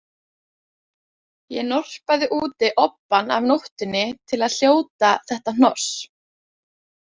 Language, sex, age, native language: Icelandic, female, 20-29, Icelandic